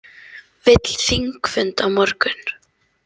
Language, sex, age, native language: Icelandic, female, 18-19, Icelandic